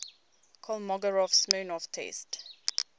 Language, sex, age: English, female, 22